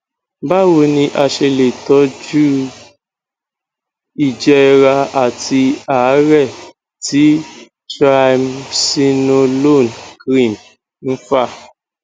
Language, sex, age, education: Yoruba, male, 15-29, tertiary